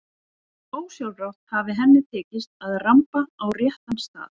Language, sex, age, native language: Icelandic, female, 40-49, Icelandic